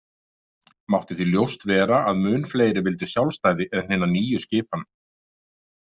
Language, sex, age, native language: Icelandic, male, 50-59, Icelandic